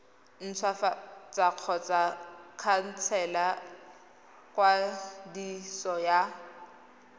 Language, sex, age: Tswana, female, 20